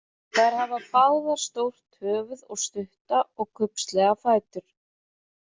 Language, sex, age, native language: Icelandic, female, 30-39, Icelandic